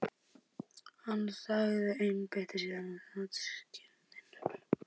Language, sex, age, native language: Icelandic, male, 12, Icelandic